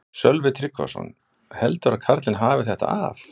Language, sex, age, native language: Icelandic, male, 60-69, Icelandic